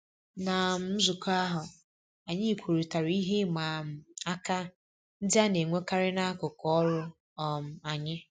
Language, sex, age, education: Igbo, female, 30-45, tertiary